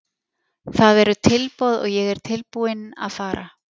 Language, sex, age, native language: Icelandic, female, 40-49, Icelandic